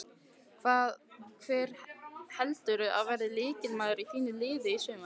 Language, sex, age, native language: Icelandic, female, 15, Icelandic